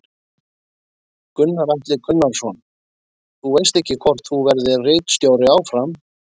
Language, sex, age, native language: Icelandic, male, 20-29, Icelandic